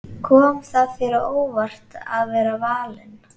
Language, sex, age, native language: Icelandic, female, 11, Icelandic